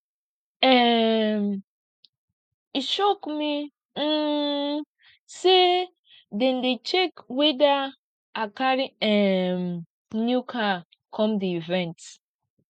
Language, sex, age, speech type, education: Nigerian Pidgin, female, 15-29, spontaneous, tertiary